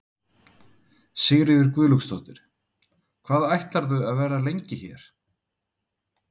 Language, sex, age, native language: Icelandic, male, 30-39, Icelandic